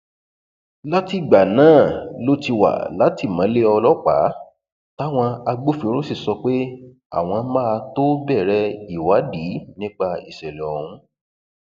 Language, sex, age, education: Yoruba, male, 30-45, tertiary